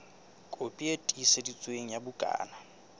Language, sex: Southern Sotho, male